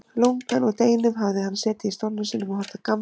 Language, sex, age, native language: Icelandic, female, 30-39, Icelandic